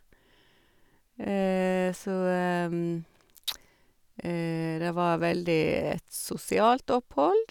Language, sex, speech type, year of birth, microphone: Norwegian, female, spontaneous, 1956, Sennheiser